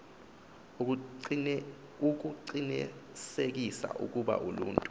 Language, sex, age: Xhosa, male, 24